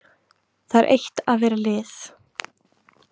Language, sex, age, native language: Icelandic, female, 20-29, Icelandic